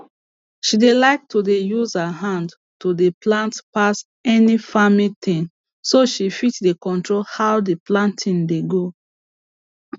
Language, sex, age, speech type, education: Nigerian Pidgin, female, 30-45, spontaneous, tertiary